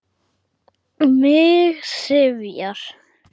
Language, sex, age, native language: Icelandic, male, 8, Icelandic